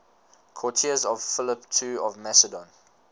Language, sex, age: English, male, 19